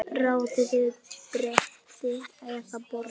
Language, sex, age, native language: Icelandic, male, 9, Icelandic